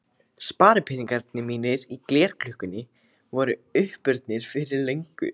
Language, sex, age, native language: Icelandic, male, 15, Icelandic